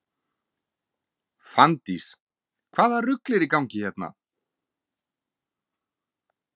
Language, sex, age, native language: Icelandic, male, 40-49, Icelandic